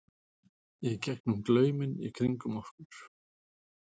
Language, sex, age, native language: Icelandic, male, 40-49, Icelandic